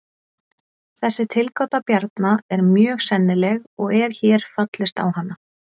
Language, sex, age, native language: Icelandic, female, 40-49, Icelandic